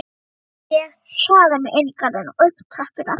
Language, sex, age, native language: Icelandic, female, 12, Icelandic